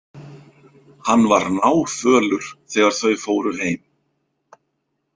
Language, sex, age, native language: Icelandic, male, 50-59, Icelandic